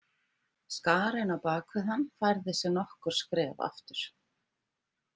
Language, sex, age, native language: Icelandic, female, 50-59, Icelandic